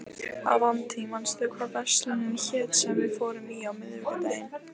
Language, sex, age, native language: Icelandic, female, 15, Lithuanian